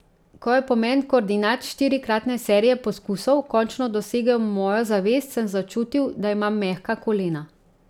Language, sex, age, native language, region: Slovenian, female, 30-49, Slovenian, Central Slovenia